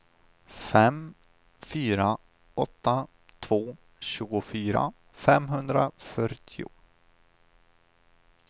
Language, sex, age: Swedish, male, 25